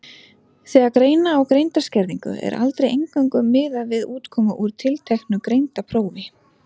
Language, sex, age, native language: Icelandic, female, 30-39, Icelandic